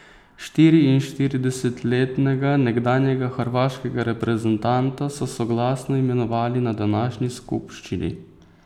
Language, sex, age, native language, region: Slovenian, male, 18-29, Slovenian, Posavska region